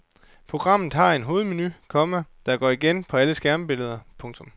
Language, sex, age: Danish, male, 29